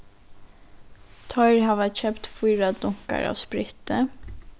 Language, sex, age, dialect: Faroese, female, 15-35, Norðuroyggjar